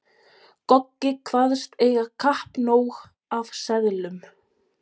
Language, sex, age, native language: Icelandic, female, 20-29, Polish